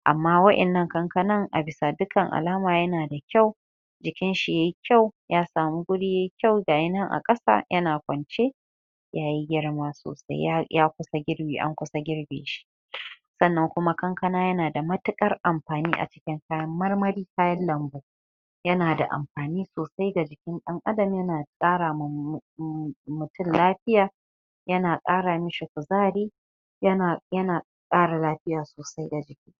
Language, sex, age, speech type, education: Hausa, female, 30-45, spontaneous, tertiary